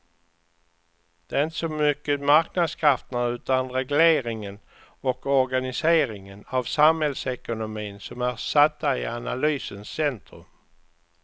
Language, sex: Swedish, male